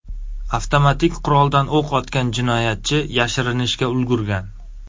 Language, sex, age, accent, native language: Uzbek, male, 18-24, Surxondaryo, Uzbek